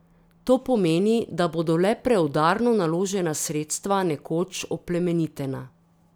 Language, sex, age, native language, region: Slovenian, female, 30-49, Slovenian, Drava region